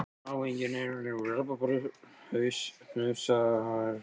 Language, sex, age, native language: Icelandic, male, 14, Icelandic